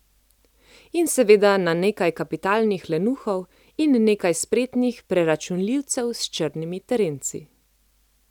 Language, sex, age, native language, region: Slovenian, female, 30-49, Slovenian, Central Slovenia